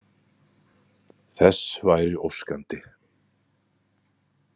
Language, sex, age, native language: Icelandic, male, 30-39, Icelandic